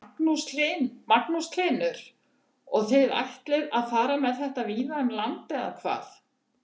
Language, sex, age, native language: Icelandic, female, 70-79, Icelandic